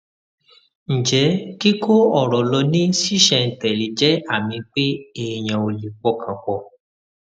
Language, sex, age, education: Yoruba, male, 30-45, tertiary